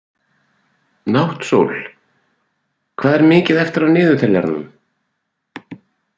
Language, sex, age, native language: Icelandic, male, 40-49, Icelandic